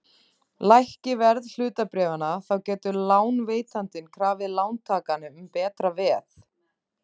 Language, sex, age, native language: Icelandic, female, 30-39, Icelandic